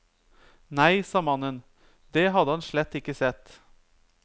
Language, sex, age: Norwegian, male, 30